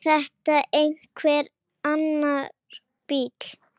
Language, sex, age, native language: Icelandic, male, 10, Icelandic